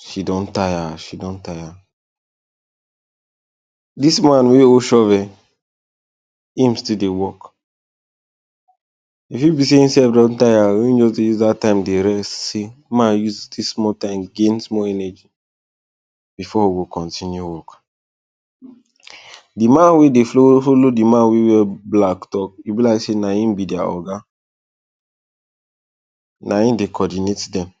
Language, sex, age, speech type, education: Nigerian Pidgin, male, 15-29, spontaneous, tertiary